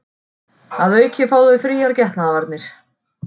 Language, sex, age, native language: Icelandic, female, 40-49, Icelandic